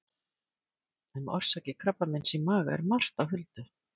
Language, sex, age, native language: Icelandic, female, 50-59, Icelandic